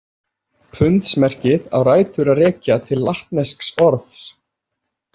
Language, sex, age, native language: Icelandic, male, 20-29, Icelandic